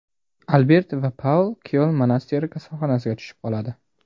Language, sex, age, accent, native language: Uzbek, male, under 19, Jizzax, Uzbek